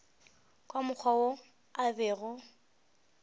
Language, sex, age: Northern Sotho, female, 18